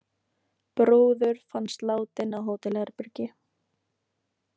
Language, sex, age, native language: Icelandic, female, 18-19, Icelandic